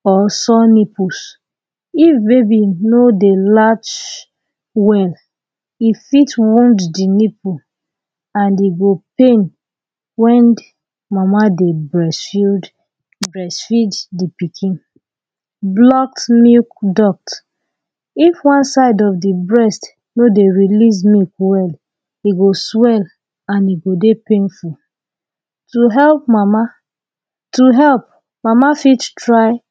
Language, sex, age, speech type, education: Nigerian Pidgin, female, 30-45, spontaneous, tertiary